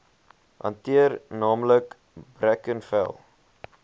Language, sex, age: Afrikaans, male, 21